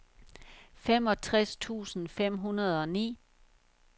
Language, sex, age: Danish, female, 51